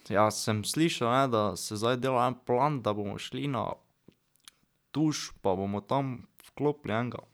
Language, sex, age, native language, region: Slovenian, male, 12-17, Slovenian, Drava region